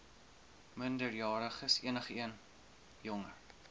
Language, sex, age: Afrikaans, male, 19